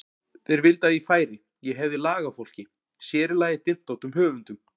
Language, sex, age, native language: Icelandic, male, 40-49, Icelandic